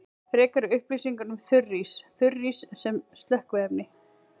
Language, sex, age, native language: Icelandic, female, 40-49, Icelandic